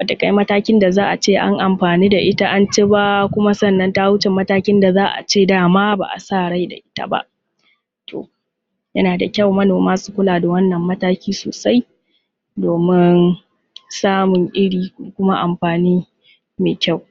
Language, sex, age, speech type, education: Hausa, female, 15-29, spontaneous, secondary